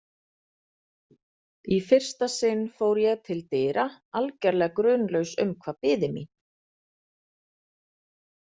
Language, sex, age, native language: Icelandic, female, 40-49, Icelandic